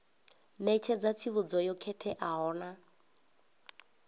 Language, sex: Venda, female